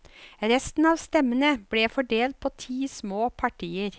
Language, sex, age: Norwegian, female, 54